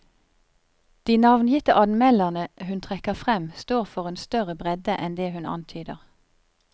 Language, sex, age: Norwegian, female, 50